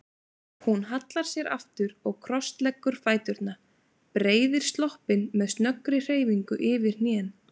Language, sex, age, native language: Icelandic, female, 20-29, Icelandic